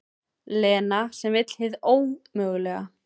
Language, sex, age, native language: Icelandic, female, 20-29, Icelandic